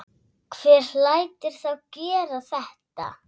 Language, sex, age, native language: Icelandic, female, 7, Icelandic